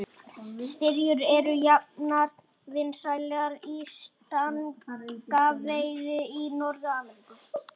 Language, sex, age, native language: Icelandic, female, 40-49, Icelandic